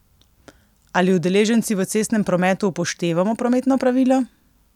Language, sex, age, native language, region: Slovenian, female, 18-29, Slovenian, Coastal Karst region